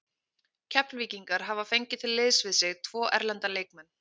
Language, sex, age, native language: Icelandic, female, 30-39, Icelandic